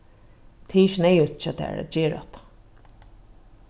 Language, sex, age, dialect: Faroese, female, 36-60, Norðuroyggjar